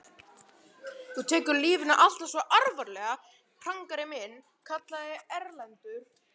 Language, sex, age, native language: Icelandic, male, 11, Icelandic